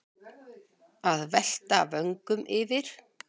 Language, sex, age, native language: Icelandic, female, 60-69, Icelandic